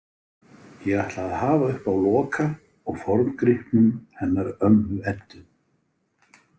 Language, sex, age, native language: Icelandic, male, 50-59, Icelandic